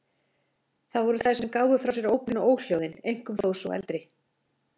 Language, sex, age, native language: Icelandic, female, 40-49, Icelandic